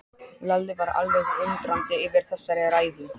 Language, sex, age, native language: Icelandic, male, 12, Polish